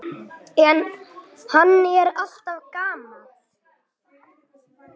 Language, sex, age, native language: Icelandic, male, 8, Icelandic